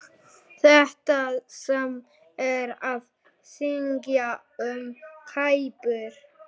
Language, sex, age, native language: Icelandic, other, 18-19, Icelandic